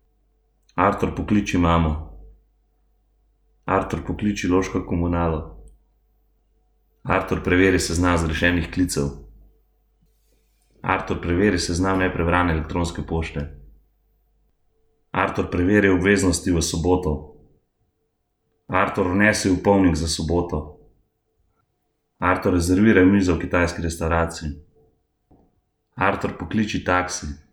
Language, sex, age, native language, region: Slovenian, male, 30-49, Slovenian, Gorenjska region